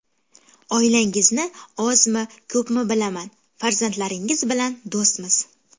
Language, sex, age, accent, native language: Uzbek, female, 18-24, Toshkent shahri, Uzbek